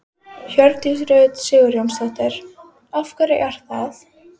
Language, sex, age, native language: Icelandic, female, 12, Icelandic